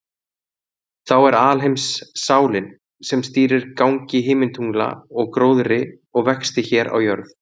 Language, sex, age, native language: Icelandic, male, 30-39, Icelandic